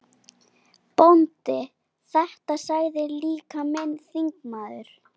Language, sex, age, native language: Icelandic, female, 11, Icelandic